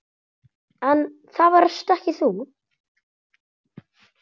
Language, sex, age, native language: Icelandic, male, 9, Icelandic